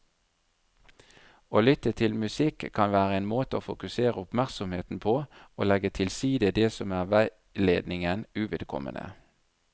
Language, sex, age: Norwegian, male, 37